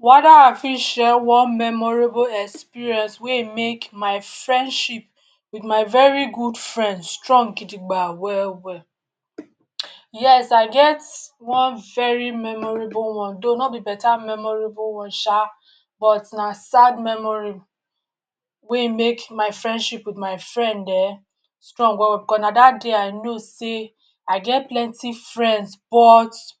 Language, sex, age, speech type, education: Nigerian Pidgin, male, 60+, spontaneous, tertiary